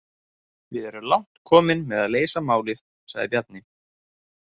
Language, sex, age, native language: Icelandic, male, 30-39, Icelandic